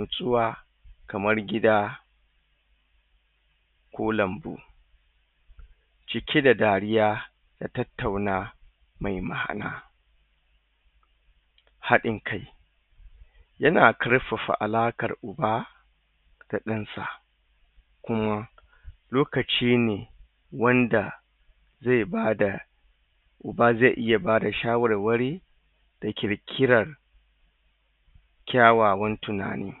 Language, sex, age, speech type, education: Hausa, male, 30-45, spontaneous, tertiary